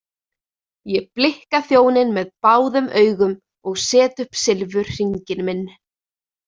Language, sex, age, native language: Icelandic, female, 20-29, Icelandic